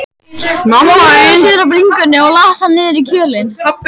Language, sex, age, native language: Icelandic, male, 12, Icelandic